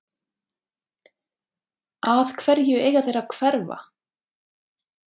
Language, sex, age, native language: Icelandic, female, 30-39, Icelandic